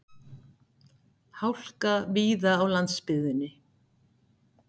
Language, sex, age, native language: Icelandic, female, 60-69, Icelandic